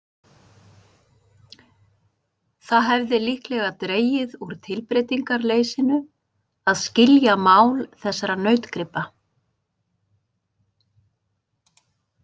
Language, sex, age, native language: Icelandic, female, 50-59, Icelandic